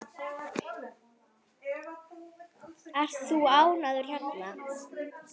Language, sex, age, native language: Icelandic, female, 9, Icelandic